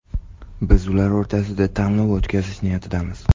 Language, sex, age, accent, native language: Uzbek, male, 18-24, Toshkent viloyati, Uzbek